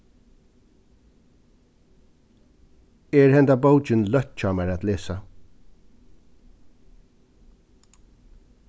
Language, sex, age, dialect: Faroese, male, 36-60, Suðurstreymoy